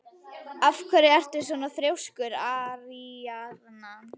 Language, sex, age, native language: Icelandic, female, 11, Icelandic